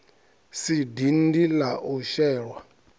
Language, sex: Venda, male